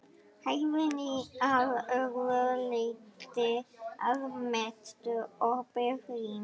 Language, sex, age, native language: Icelandic, female, 11, Icelandic